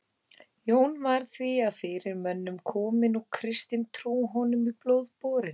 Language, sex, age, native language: Icelandic, female, 18-19, Icelandic